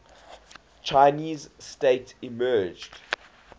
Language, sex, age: English, male, 20